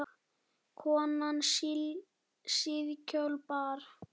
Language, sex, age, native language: Icelandic, male, 7, Icelandic